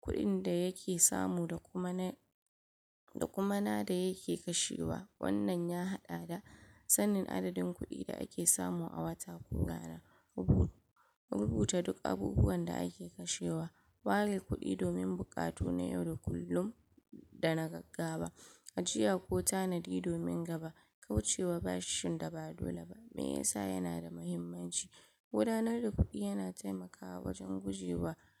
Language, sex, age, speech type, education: Hausa, female, 46-60, spontaneous, tertiary